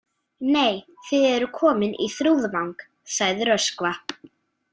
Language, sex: Icelandic, female